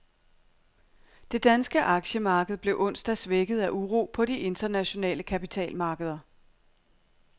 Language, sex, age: Danish, female, 42